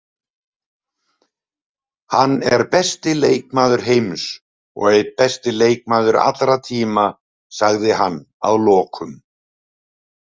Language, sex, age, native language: Icelandic, male, 70-79, Icelandic